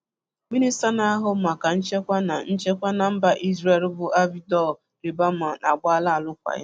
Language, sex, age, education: Igbo, female, 30-45, tertiary